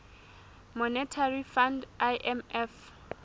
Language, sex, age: Southern Sotho, female, 20